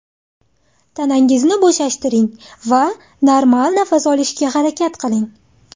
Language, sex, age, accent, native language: Uzbek, female, 19-29, Andijon, Uzbek